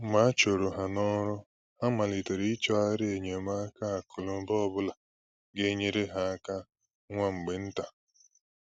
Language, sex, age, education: Igbo, male, 15-29, tertiary